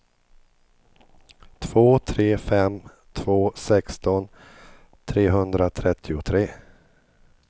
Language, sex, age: Swedish, male, 50